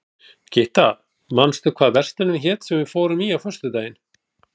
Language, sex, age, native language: Icelandic, male, 40-49, Icelandic